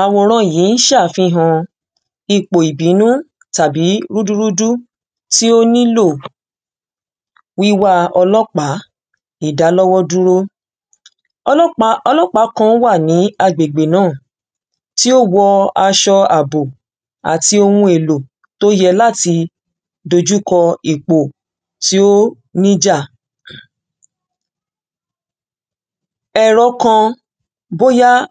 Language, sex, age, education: Yoruba, female, 30-45, secondary